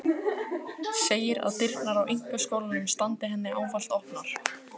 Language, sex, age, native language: Icelandic, female, 15, Icelandic